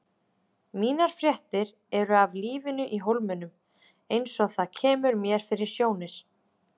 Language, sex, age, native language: Icelandic, female, 30-39, Icelandic